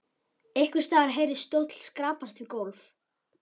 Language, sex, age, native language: Icelandic, male, 11, Icelandic